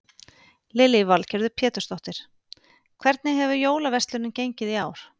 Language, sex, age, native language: Icelandic, female, 50-59, Icelandic